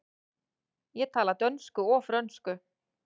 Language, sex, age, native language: Icelandic, female, 30-39, Icelandic